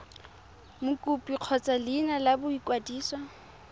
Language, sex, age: Tswana, female, 23